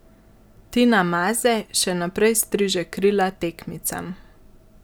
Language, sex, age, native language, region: Slovenian, male, 50-59, Slovenian, Central Slovenia